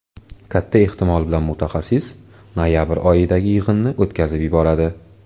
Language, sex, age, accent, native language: Uzbek, male, 18-24, Toshkent viloyati, Uzbek